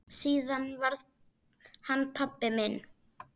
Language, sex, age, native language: Icelandic, female, 9, Icelandic